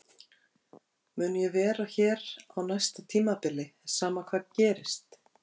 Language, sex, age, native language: Icelandic, female, 50-59, Icelandic